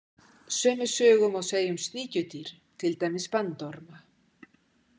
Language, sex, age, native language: Icelandic, female, 60-69, Icelandic